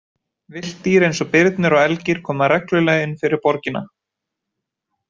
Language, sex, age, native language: Icelandic, male, 20-29, Icelandic